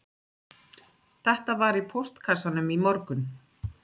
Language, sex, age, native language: Icelandic, female, 30-39, Icelandic